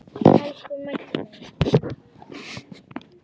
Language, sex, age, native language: Icelandic, female, 10, Icelandic